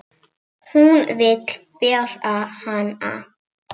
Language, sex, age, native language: Icelandic, female, 7, Icelandic